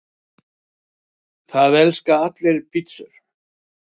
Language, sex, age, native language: Icelandic, male, 60-69, Icelandic